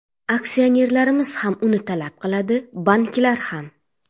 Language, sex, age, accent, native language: Uzbek, female, 25-34, Xorazm, Uzbek